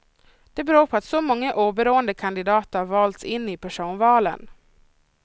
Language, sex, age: Swedish, female, 26